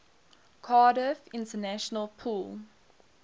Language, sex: English, female